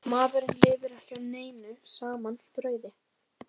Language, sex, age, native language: Icelandic, female, 15, Icelandic